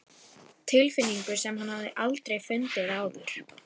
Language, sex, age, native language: Icelandic, female, 11, Icelandic